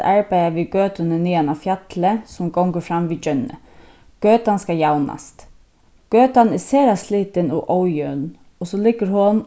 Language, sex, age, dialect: Faroese, female, 15-35, Suðurstreymoy